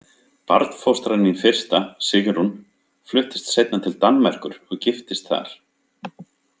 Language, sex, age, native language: Icelandic, male, 50-59, Icelandic